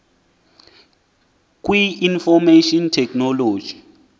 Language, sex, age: Xhosa, male, 20